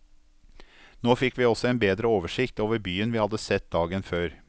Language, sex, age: Norwegian, male, 52